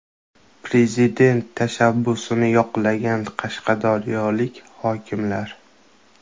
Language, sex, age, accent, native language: Uzbek, male, 18-24, Andijon, Uzbek